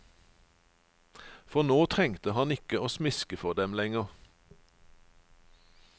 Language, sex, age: Norwegian, male, 49